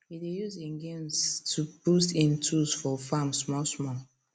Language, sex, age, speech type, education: Nigerian Pidgin, female, 15-29, spontaneous, tertiary